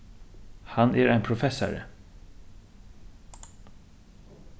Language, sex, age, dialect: Faroese, male, 36-60, Suðurstreymoy